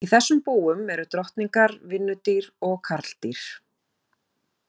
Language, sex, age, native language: Icelandic, female, 40-49, Icelandic